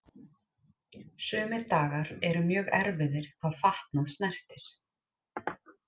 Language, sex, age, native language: Icelandic, female, 30-39, Icelandic